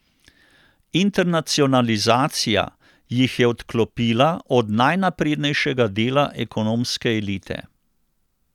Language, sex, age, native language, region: Slovenian, male, 60+, Slovenian, Central Slovenia